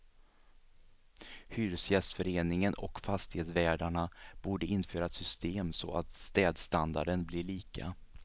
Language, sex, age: Swedish, male, 37